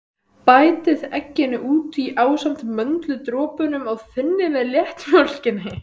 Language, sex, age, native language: Icelandic, female, 12, Icelandic